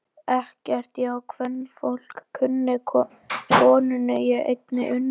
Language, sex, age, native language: Icelandic, male, 11, Icelandic